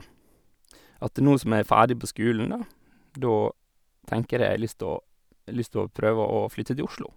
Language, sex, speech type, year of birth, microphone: Norwegian, male, spontaneous, 1986, Sennheiser